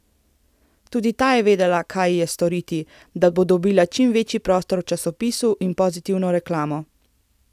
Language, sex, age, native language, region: Slovenian, female, 18-29, Slovenian, Central Slovenia